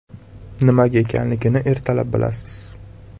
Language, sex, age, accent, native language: Uzbek, male, 18-24, Farg'ona, Uzbek